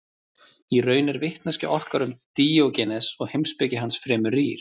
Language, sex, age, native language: Icelandic, male, 30-39, Icelandic